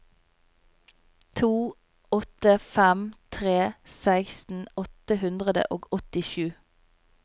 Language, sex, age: Norwegian, female, 27